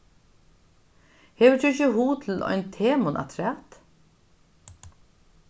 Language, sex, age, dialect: Faroese, female, 61+, Norðurstreymoy/Eysturoy